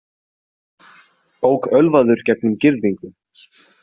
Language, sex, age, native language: Icelandic, male, 20-29, Icelandic